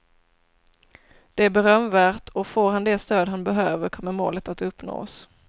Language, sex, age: Swedish, female, 27